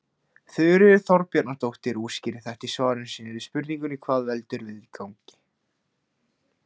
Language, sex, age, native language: Icelandic, male, 16, Icelandic